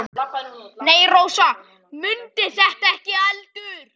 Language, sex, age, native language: Icelandic, male, 11, Icelandic